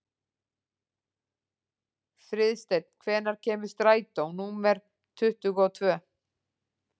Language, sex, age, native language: Icelandic, female, 40-49, Icelandic